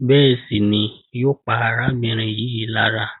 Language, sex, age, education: Yoruba, male, 15-29, primary